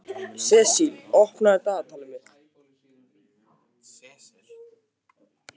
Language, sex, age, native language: Icelandic, male, 15, Icelandic